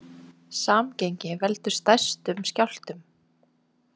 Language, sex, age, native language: Icelandic, female, 20-29, Icelandic